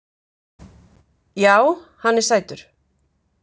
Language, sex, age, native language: Icelandic, female, 50-59, Icelandic